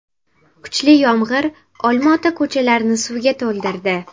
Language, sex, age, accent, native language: Uzbek, female, 12-17, Sirdaryo, Uzbek